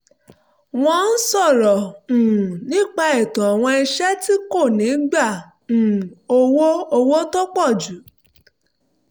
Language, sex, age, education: Yoruba, female, 30-45, tertiary